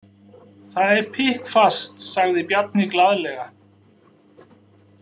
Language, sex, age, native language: Icelandic, male, 40-49, Icelandic